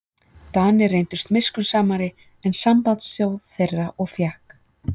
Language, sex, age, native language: Icelandic, female, 40-49, Icelandic